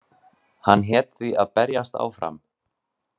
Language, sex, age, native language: Icelandic, male, 20-29, Icelandic